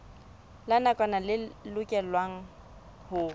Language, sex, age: Southern Sotho, female, 25